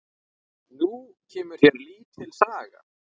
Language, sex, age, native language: Icelandic, male, 9, Icelandic